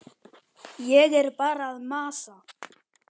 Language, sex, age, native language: Icelandic, male, 10, Icelandic